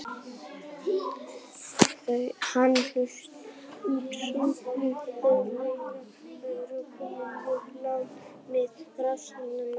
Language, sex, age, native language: Icelandic, male, 18-19, Icelandic